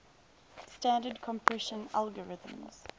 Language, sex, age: English, female, 22